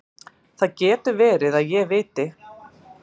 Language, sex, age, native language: Icelandic, female, 30-39, Icelandic